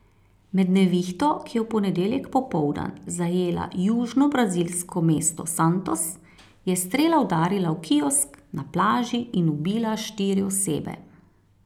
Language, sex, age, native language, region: Slovenian, female, 30-49, Slovenian, Carinthia region